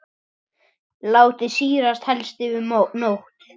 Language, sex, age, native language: Icelandic, male, 9, Icelandic